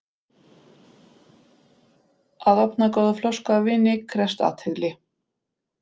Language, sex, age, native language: Icelandic, female, 50-59, Polish